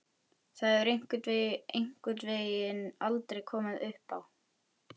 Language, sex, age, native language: Icelandic, male, 11, Icelandic